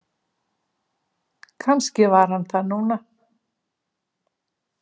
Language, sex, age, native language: Icelandic, female, 70-79, Icelandic